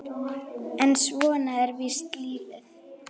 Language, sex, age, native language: Icelandic, female, 9, Icelandic